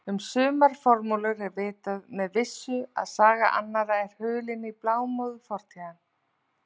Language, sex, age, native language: Icelandic, female, 40-49, Icelandic